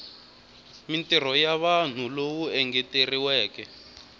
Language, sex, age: Tsonga, male, 19